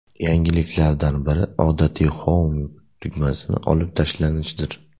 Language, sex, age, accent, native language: Uzbek, male, 18-24, Namangan, Uzbek